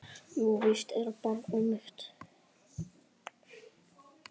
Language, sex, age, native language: Icelandic, male, 9, Icelandic